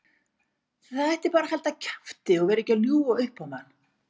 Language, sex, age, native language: Icelandic, female, 60-69, Icelandic